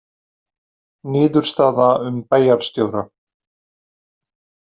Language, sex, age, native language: Icelandic, male, 40-49, Icelandic